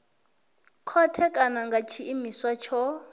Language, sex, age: Venda, female, 21